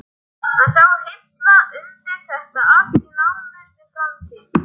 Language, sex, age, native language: Icelandic, male, 11, Icelandic